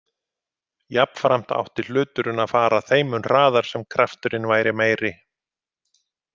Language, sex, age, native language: Icelandic, male, 50-59, Icelandic